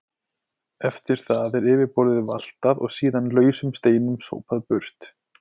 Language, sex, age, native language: Icelandic, male, 20-29, Icelandic